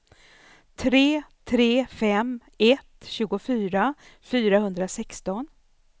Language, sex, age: Swedish, female, 64